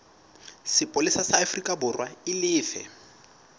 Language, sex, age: Southern Sotho, male, 19